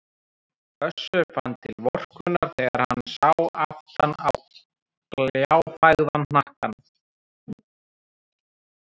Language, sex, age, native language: Icelandic, male, 30-39, Icelandic